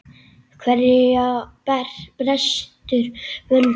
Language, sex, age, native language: Icelandic, male, 10, Icelandic